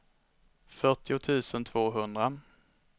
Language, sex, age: Swedish, male, 21